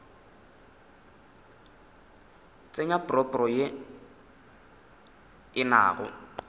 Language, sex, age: Northern Sotho, male, 21